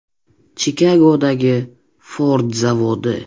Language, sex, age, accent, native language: Uzbek, male, 12-17, Toshkent viloyati, Uzbek